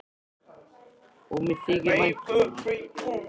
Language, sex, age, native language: Icelandic, male, 13, Icelandic